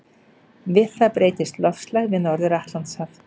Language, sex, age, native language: Icelandic, female, 50-59, Icelandic